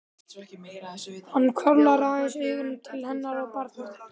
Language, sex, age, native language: Icelandic, male, 12, Icelandic